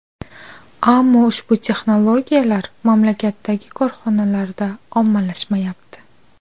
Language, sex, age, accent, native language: Uzbek, female, 25-34, Navoiy, Uzbek